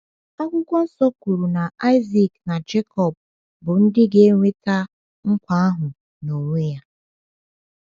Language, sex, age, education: Igbo, female, 15-29, tertiary